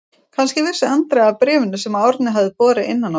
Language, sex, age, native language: Icelandic, female, 30-39, Icelandic